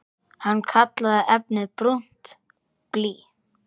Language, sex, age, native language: Icelandic, male, 8, Icelandic